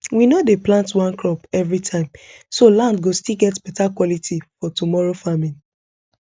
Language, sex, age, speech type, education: Nigerian Pidgin, female, 15-29, spontaneous, tertiary